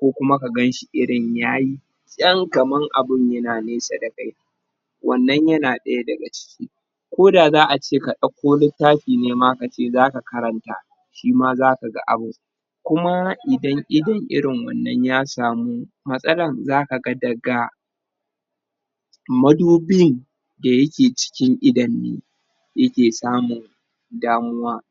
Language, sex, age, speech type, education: Hausa, male, 30-45, spontaneous, tertiary